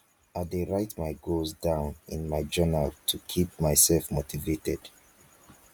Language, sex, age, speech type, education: Nigerian Pidgin, female, 30-45, spontaneous, tertiary